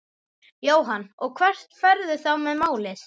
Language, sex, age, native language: Icelandic, male, 11, Icelandic